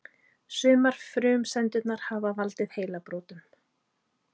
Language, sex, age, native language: Icelandic, female, 30-39, Icelandic